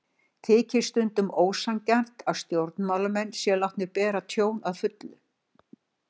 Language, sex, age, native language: Icelandic, female, 60-69, Icelandic